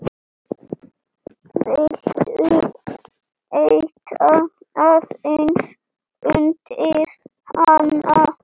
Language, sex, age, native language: Icelandic, male, 8, Icelandic